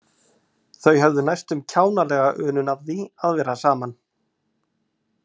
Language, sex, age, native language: Icelandic, male, 40-49, Icelandic